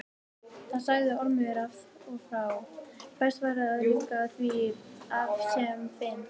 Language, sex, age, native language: Icelandic, female, 18-19, Icelandic